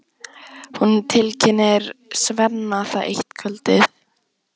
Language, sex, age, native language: Icelandic, female, 14, Icelandic